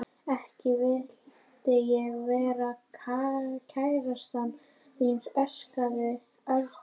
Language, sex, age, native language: Icelandic, female, 11, Icelandic